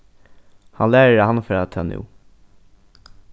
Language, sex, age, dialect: Faroese, male, 15-35, Norðurstreymoy/Eysturoy